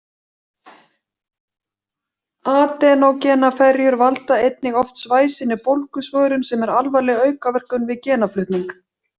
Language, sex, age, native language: Icelandic, female, 40-49, Icelandic